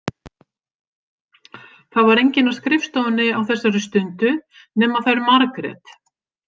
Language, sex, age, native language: Icelandic, female, 50-59, Icelandic